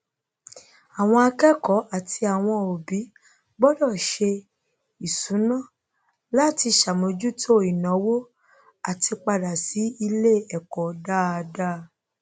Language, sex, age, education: Yoruba, female, 30-45, tertiary